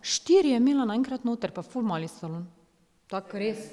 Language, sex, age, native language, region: Slovenian, female, 30-49, Slovenian, Drava region